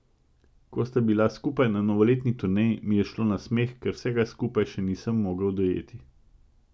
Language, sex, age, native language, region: Slovenian, male, 50-59, Slovenian, Central Slovenia